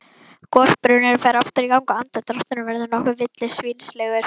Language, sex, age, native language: Icelandic, female, 11, Icelandic